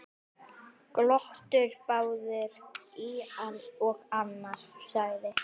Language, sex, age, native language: Icelandic, female, 9, Icelandic